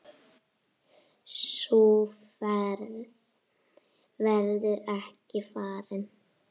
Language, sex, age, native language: Icelandic, female, 8, Icelandic